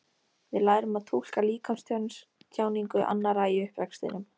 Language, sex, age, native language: Icelandic, female, 13, Icelandic